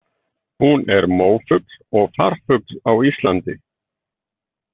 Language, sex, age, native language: Icelandic, male, 50-59, Icelandic